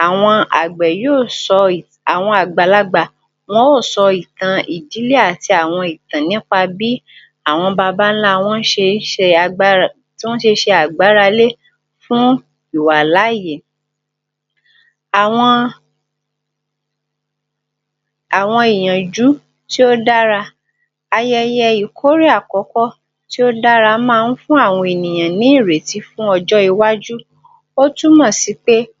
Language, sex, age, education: Yoruba, female, 46-60, tertiary